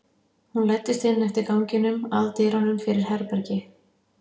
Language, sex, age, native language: Icelandic, female, 50-59, Icelandic